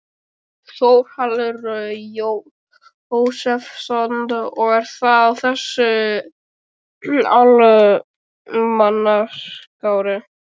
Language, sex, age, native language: Icelandic, male, 12, Icelandic